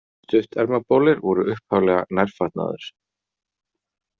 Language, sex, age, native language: Icelandic, male, 40-49, Icelandic